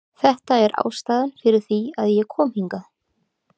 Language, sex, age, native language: Icelandic, female, 30-39, Icelandic